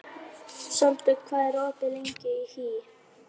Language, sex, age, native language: Icelandic, female, 11, Icelandic